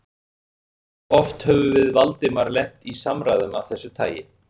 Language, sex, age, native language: Icelandic, male, 40-49, Icelandic